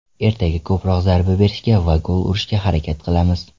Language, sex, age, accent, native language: Uzbek, male, 18-24, Farg'ona, Uzbek